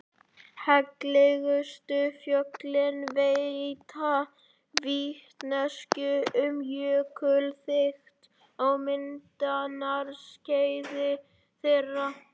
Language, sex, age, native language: Icelandic, male, 11, Icelandic